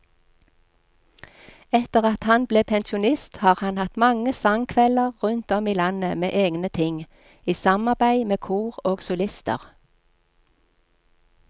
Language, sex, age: Norwegian, female, 46